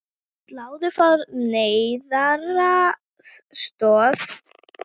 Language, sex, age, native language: Icelandic, female, 40-49, Icelandic